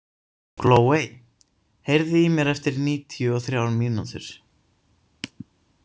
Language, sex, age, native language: Icelandic, male, 18-19, Icelandic